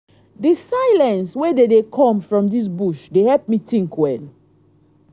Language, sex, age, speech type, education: Nigerian Pidgin, female, 30-45, spontaneous, tertiary